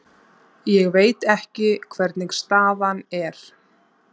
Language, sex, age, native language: Icelandic, female, 30-39, Icelandic